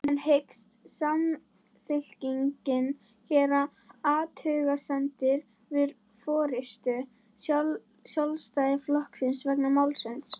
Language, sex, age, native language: Icelandic, female, 11, Icelandic